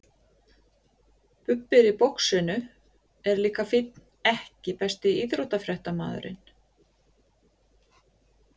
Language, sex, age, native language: Icelandic, female, 50-59, Icelandic